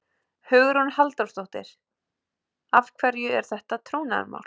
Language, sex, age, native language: Icelandic, female, 20-29, Icelandic